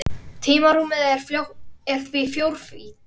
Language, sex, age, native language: Icelandic, female, 30-39, Icelandic